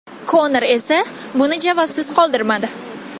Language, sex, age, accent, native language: Uzbek, female, 19-29, Toshkent viloyati, Kazakh